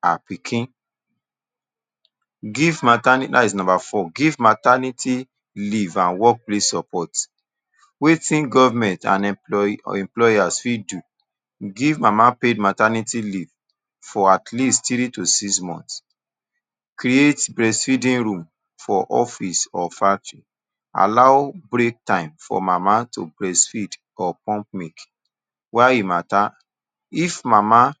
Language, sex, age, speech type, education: Nigerian Pidgin, male, 30-45, spontaneous, tertiary